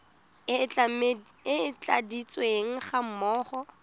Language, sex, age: Tswana, female, 19